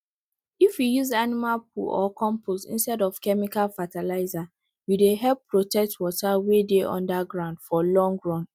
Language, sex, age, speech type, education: Nigerian Pidgin, female, 30-45, spontaneous, tertiary